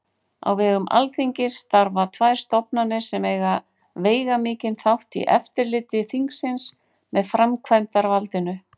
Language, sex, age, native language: Icelandic, female, 40-49, Icelandic